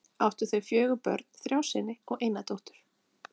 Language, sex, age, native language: Icelandic, female, 30-39, Icelandic